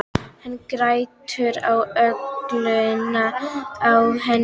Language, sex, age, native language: Icelandic, female, 12, Icelandic